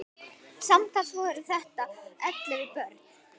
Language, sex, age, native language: Icelandic, female, 10, Icelandic